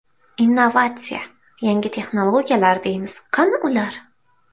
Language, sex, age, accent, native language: Uzbek, female, 18-24, Xorazm, Uzbek